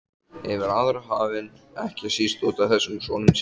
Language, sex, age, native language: Icelandic, male, 14, Icelandic